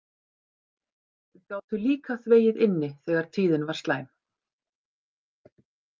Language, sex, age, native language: Icelandic, female, 50-59, Icelandic